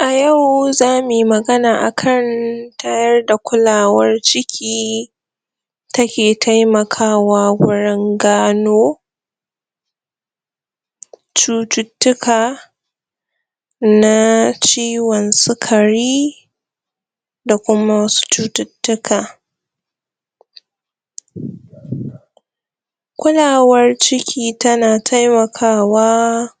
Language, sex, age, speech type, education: Hausa, female, 46-60, spontaneous, tertiary